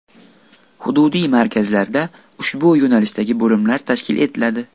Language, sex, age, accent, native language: Uzbek, male, 18-24, Buxoro, Uzbek